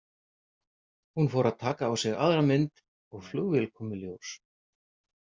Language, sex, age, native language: Icelandic, male, 50-59, Icelandic